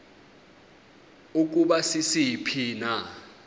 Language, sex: Xhosa, male